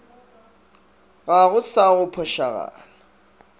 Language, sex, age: Northern Sotho, male, 24